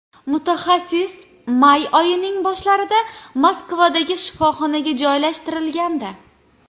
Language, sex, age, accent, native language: Uzbek, female, 18-24, Andijon, Uzbek